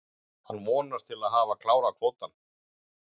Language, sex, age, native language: Icelandic, male, 40-49, Icelandic